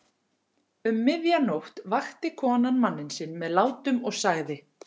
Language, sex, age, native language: Icelandic, female, 40-49, Icelandic